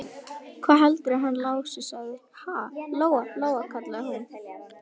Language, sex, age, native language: Icelandic, female, 11, Icelandic